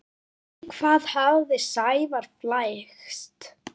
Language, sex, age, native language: Icelandic, female, 9, Icelandic